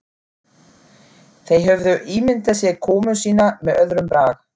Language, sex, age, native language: Icelandic, female, 40-49, German